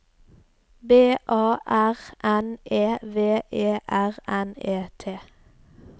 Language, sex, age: Norwegian, female, 33